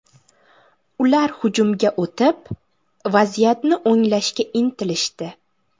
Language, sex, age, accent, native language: Uzbek, female, 18-24, Buxoro, Uzbek